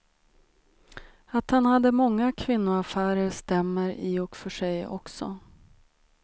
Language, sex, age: Swedish, female, 36